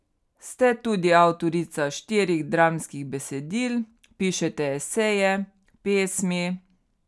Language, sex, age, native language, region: Slovenian, female, 30-49, Slovenian, Carinthia region